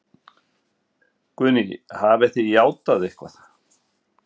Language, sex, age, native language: Icelandic, male, 50-59, Icelandic